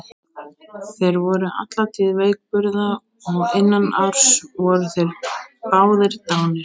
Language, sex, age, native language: Icelandic, female, 18-19, Icelandic